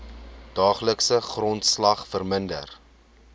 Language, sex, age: Afrikaans, male, 21